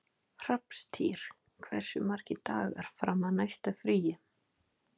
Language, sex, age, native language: Icelandic, female, 20-29, Icelandic